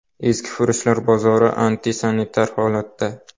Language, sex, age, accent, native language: Uzbek, male, 12-17, Navoiy, Uzbek